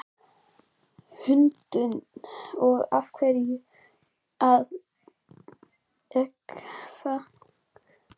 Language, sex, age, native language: Icelandic, female, 11, Icelandic